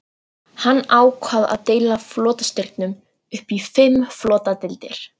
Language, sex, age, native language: Icelandic, female, 40-49, Icelandic